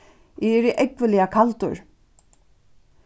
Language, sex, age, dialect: Faroese, female, 36-60, Suðurstreymoy